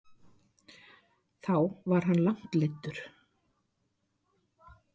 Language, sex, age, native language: Icelandic, female, 60-69, Icelandic